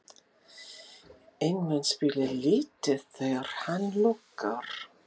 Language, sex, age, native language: Icelandic, female, 50-59, English